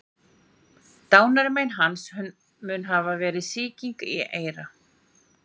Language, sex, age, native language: Icelandic, female, 40-49, Icelandic